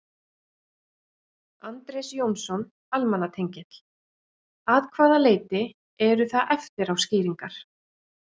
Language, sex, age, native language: Icelandic, female, 40-49, Icelandic